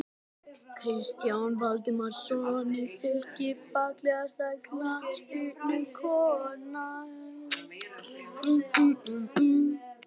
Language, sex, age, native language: Icelandic, male, 12, Icelandic